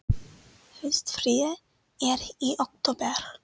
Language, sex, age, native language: Icelandic, female, 30-39, Icelandic